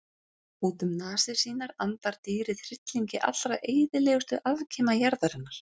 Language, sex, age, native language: Icelandic, female, 30-39, Icelandic